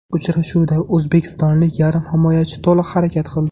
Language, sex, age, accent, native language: Uzbek, male, 18-24, Farg'ona, Uzbek